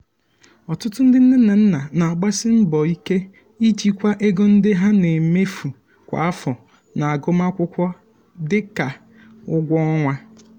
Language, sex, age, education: Igbo, male, 15-29, tertiary